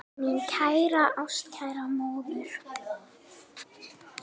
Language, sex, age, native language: Icelandic, female, 10, Icelandic